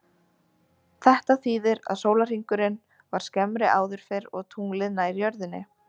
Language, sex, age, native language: Icelandic, female, 20-29, Icelandic